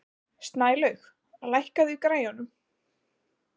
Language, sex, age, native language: Icelandic, female, 20-29, Icelandic